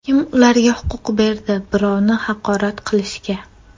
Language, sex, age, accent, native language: Uzbek, female, 12-17, Namangan, Uzbek